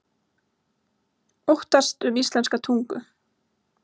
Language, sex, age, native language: Icelandic, female, 20-29, Icelandic